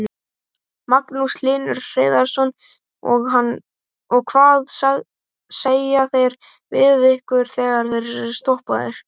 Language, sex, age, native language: Icelandic, male, 18-19, Icelandic